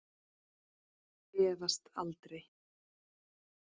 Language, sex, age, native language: Icelandic, female, 40-49, Icelandic